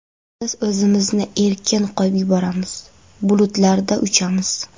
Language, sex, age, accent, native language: Uzbek, female, 12-17, Andijon, Karakalpak